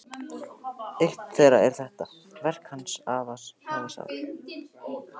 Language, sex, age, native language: Icelandic, male, 13, Icelandic